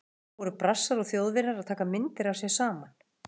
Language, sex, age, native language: Icelandic, female, 40-49, Icelandic